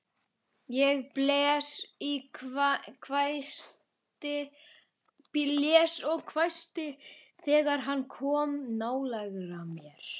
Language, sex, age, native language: Icelandic, male, 11, Icelandic